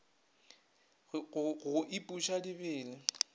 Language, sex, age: Northern Sotho, male, 21